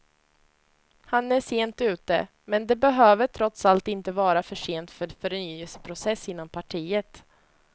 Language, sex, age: Swedish, female, 25